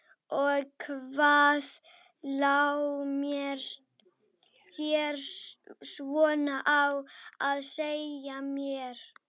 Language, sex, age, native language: Icelandic, female, 12, Icelandic